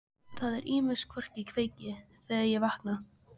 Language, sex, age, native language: Icelandic, female, 15, Icelandic